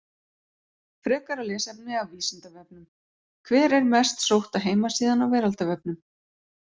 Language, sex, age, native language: Icelandic, female, 40-49, Icelandic